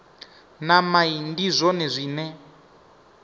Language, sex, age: Venda, male, 25